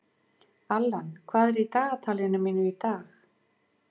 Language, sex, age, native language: Icelandic, female, 50-59, Icelandic